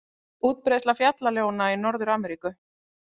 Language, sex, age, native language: Icelandic, female, 30-39, Icelandic